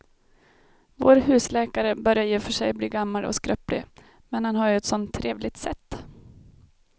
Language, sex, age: Swedish, female, 32